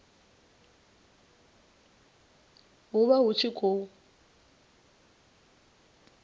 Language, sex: Venda, female